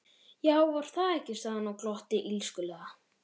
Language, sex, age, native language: Icelandic, male, 11, Icelandic